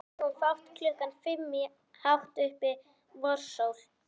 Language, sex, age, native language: Icelandic, female, 11, Icelandic